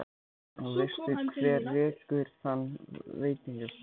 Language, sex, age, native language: Icelandic, male, 14, Icelandic